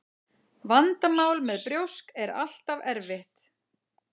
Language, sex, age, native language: Icelandic, female, 40-49, Icelandic